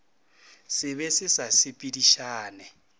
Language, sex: Northern Sotho, male